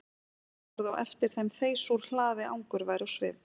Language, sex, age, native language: Icelandic, female, 40-49, Icelandic